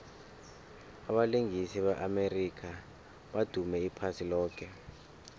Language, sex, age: South Ndebele, male, 24